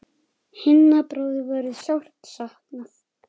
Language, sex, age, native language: Icelandic, male, 7, Icelandic